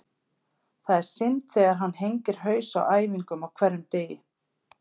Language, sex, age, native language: Icelandic, female, 50-59, Icelandic